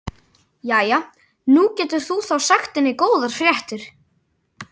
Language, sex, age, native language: Icelandic, male, 12, Icelandic